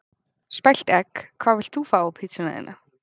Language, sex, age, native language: Icelandic, female, 20-29, Icelandic